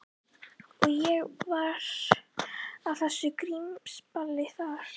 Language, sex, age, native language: Icelandic, female, 11, Icelandic